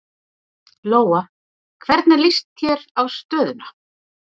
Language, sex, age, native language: Icelandic, female, 40-49, Icelandic